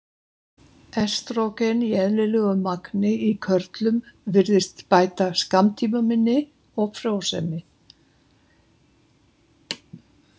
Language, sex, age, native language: Icelandic, female, 70-79, Icelandic